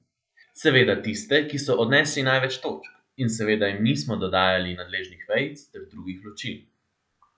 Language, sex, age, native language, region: Slovenian, male, 18-29, Slovenian, Central Slovenia